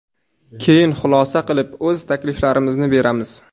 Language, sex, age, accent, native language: Uzbek, male, 18-24, Surxondaryo, Uzbek